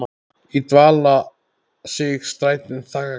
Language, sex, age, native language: Icelandic, male, 10, Icelandic